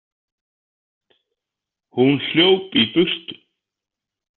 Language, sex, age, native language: Icelandic, male, 50-59, Icelandic